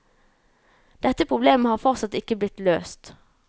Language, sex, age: Norwegian, female, 19